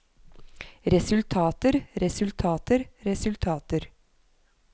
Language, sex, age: Norwegian, female, 43